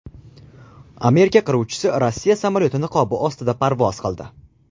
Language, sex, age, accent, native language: Uzbek, male, under 19, Farg'ona, Uzbek